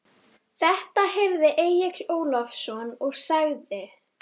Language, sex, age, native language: Icelandic, female, 13, Icelandic